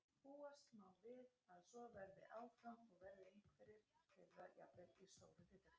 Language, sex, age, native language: Icelandic, female, 40-49, Icelandic